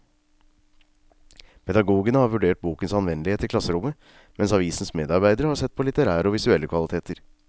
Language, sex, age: Norwegian, male, 36